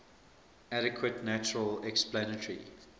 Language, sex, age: English, male, 24